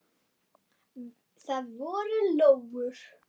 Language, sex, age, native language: Icelandic, female, 8, Icelandic